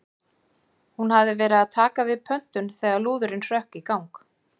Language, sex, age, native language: Icelandic, female, 40-49, Icelandic